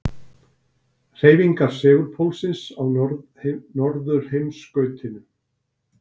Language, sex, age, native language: Icelandic, male, 60-69, Icelandic